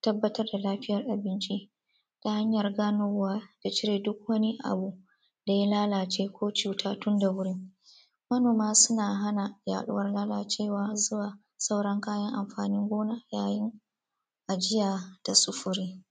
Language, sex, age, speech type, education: Hausa, female, 30-45, spontaneous, tertiary